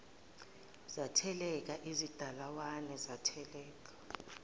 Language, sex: Zulu, female